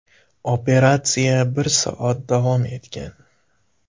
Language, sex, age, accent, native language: Uzbek, male, 18-24, Farg'ona, Uzbek